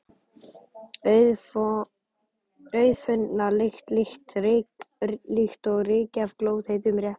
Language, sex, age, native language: Icelandic, male, 12, Icelandic